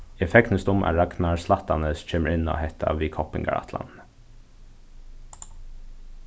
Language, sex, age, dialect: Faroese, male, 15-35, Suðurstreymoy